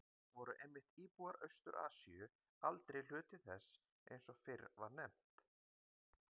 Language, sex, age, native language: Icelandic, male, 50-59, Icelandic